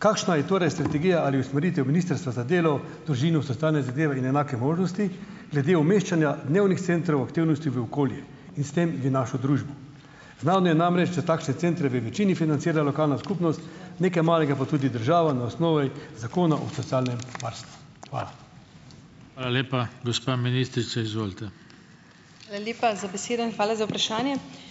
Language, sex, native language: Slovenian, male, Slovenian